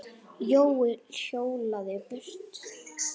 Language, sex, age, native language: Icelandic, male, 9, Icelandic